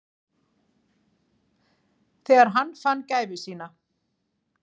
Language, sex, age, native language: Icelandic, female, 40-49, Icelandic